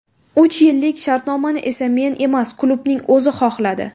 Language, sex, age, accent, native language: Uzbek, female, 18-24, Navoiy, Uzbek